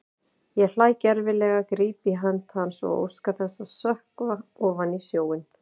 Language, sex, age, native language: Icelandic, female, 40-49, Icelandic